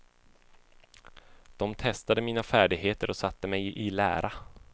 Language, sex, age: Swedish, male, 24